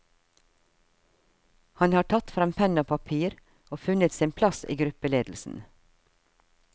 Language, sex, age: Norwegian, female, 52